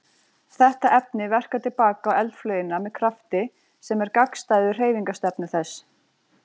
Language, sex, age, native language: Icelandic, female, 40-49, Icelandic